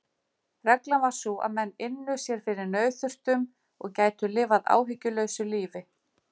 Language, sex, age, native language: Icelandic, female, 50-59, Icelandic